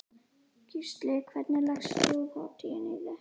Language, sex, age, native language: Icelandic, female, 11, Icelandic